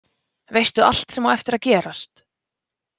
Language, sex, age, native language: Icelandic, female, 20-29, Icelandic